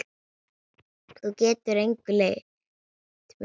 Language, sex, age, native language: Icelandic, female, 9, Icelandic